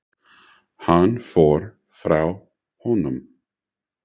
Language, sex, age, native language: Icelandic, male, 60-69, English